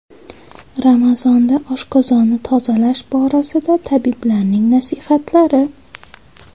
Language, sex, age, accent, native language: Uzbek, female, 25-34, Xorazm, Uzbek